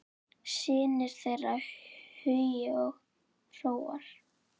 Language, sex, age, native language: Icelandic, female, 9, Icelandic